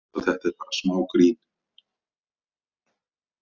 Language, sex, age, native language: Icelandic, male, 30-39, Icelandic